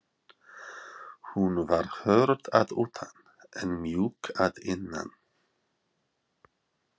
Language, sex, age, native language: Icelandic, male, 40-49, English